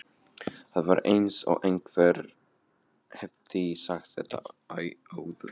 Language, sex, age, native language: Icelandic, male, 15, Polish